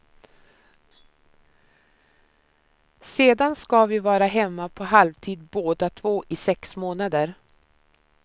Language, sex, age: Swedish, female, 53